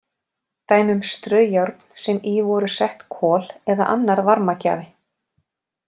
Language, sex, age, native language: Icelandic, female, 40-49, Icelandic